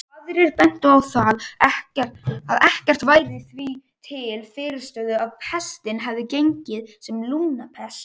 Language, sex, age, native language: Icelandic, male, 18-19, Icelandic